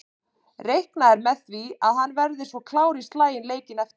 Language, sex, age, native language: Icelandic, male, 30-39, Icelandic